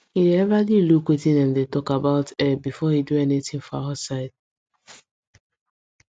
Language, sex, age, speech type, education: Nigerian Pidgin, female, 15-29, spontaneous, secondary